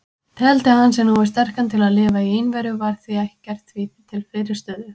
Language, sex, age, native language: Icelandic, female, 20-29, Icelandic